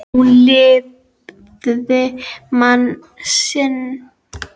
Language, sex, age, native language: Icelandic, female, 10, Icelandic